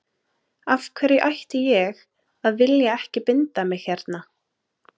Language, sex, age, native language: Icelandic, female, 30-39, Icelandic